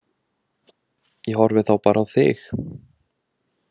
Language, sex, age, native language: Icelandic, male, 20-29, Icelandic